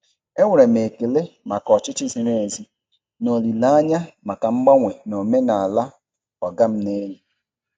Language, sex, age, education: Igbo, male, 30-45, tertiary